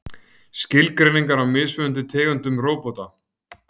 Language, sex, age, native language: Icelandic, male, 50-59, Icelandic